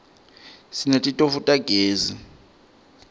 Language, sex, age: Swati, male, 23